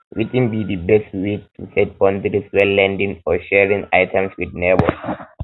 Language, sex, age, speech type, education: Nigerian Pidgin, male, 15-29, spontaneous, tertiary